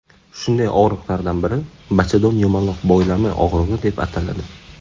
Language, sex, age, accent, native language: Uzbek, male, 18-24, Qashqadaryo, Uzbek